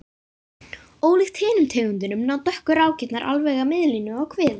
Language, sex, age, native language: Icelandic, female, 50-59, Icelandic